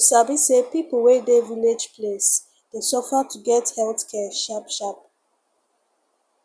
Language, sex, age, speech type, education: Nigerian Pidgin, female, 15-29, spontaneous, secondary